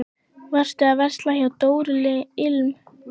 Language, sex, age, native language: Icelandic, female, 11, Icelandic